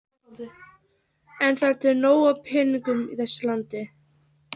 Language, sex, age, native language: Icelandic, female, 14, Icelandic